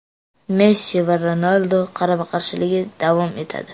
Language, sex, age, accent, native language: Uzbek, male, 18-24, Jizzax, Uzbek